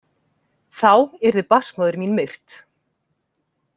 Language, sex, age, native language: Icelandic, female, 40-49, Icelandic